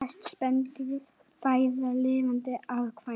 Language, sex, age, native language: Icelandic, male, 9, Icelandic